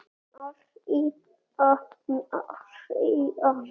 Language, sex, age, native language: Icelandic, male, 7, Icelandic